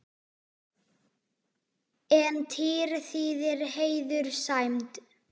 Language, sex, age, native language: Icelandic, female, 10, Icelandic